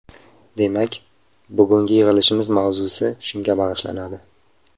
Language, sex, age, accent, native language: Uzbek, male, 25-34, Samarqand, Uzbek